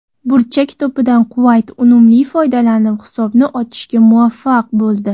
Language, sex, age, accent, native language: Uzbek, female, 19-29, Toshkent viloyati, Uzbek